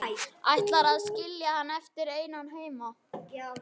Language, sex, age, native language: Icelandic, male, 11, Icelandic